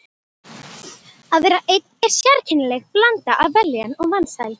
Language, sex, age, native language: Icelandic, female, 12, Icelandic